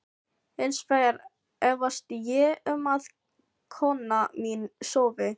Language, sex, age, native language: Icelandic, female, 15, Filipino